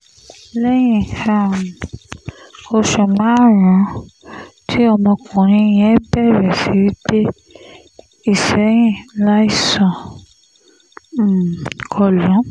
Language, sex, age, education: Yoruba, female, 30-45, tertiary